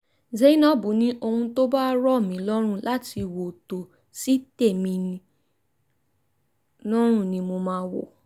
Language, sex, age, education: Yoruba, female, 15-29, tertiary